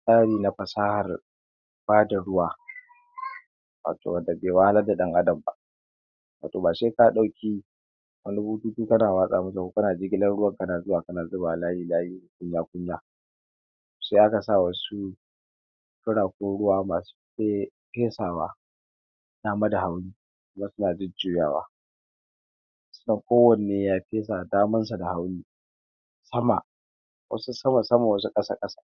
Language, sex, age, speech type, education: Hausa, male, 15-29, spontaneous, tertiary